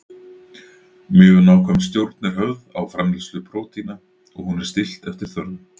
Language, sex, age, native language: Icelandic, male, 40-49, Icelandic